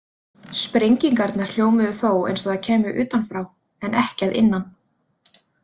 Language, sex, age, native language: Icelandic, female, 30-39, Icelandic